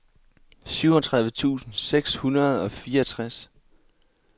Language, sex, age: Danish, male, 22